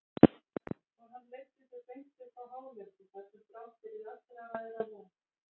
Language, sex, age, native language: Icelandic, female, 40-49, Icelandic